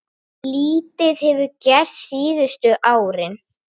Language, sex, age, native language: Icelandic, female, 8, Icelandic